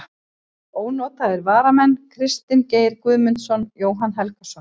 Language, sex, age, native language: Icelandic, female, 50-59, Icelandic